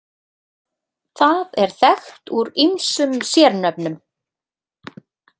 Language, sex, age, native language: Icelandic, female, 30-39, Icelandic